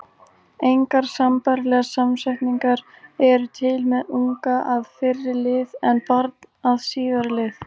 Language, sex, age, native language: Icelandic, female, 18-19, Icelandic